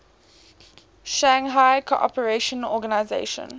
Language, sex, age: English, female, 18